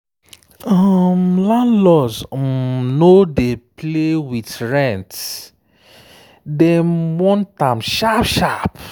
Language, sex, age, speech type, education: Nigerian Pidgin, male, 30-45, spontaneous, tertiary